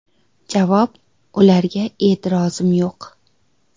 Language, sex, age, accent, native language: Uzbek, female, 19-29, Xorazm, Uzbek